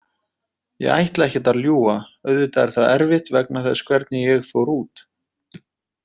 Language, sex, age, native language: Icelandic, male, 30-39, Icelandic